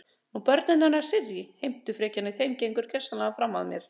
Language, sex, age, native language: Icelandic, female, 30-39, Icelandic